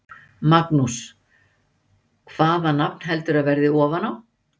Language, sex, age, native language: Icelandic, female, 60-69, Icelandic